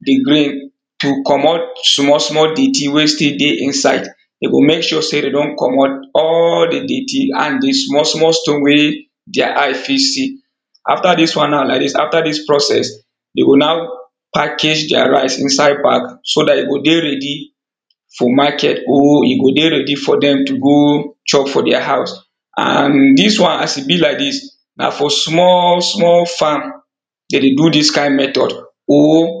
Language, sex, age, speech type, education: Nigerian Pidgin, male, 30-45, spontaneous, tertiary